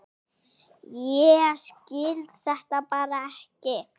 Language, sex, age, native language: Icelandic, female, 8, Icelandic